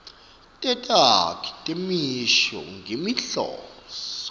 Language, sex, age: Swati, male, 24